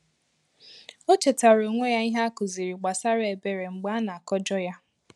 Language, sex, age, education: Igbo, female, 15-29, tertiary